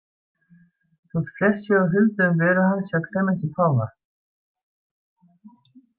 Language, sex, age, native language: Icelandic, female, 70-79, Icelandic